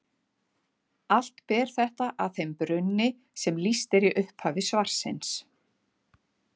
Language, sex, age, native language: Icelandic, female, 40-49, Icelandic